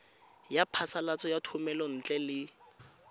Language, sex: Tswana, female